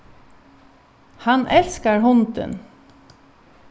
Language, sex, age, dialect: Faroese, female, 36-60, Norðuroyggjar